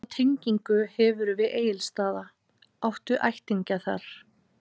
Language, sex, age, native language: Icelandic, female, 30-39, Icelandic